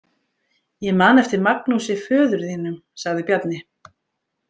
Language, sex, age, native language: Icelandic, female, 50-59, Icelandic